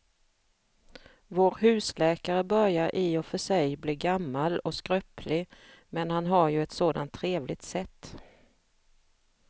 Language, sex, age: Swedish, female, 45